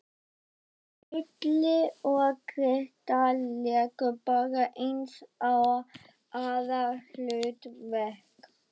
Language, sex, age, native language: Icelandic, female, 12, Icelandic